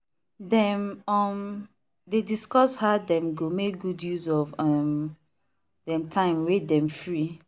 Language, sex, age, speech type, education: Nigerian Pidgin, female, 15-29, spontaneous, tertiary